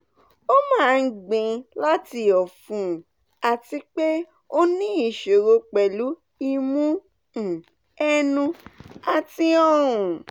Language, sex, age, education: Yoruba, female, 15-29, tertiary